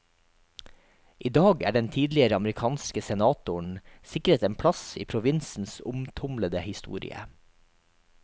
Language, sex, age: Norwegian, male, 43